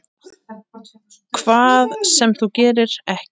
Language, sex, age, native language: Icelandic, female, 8, Icelandic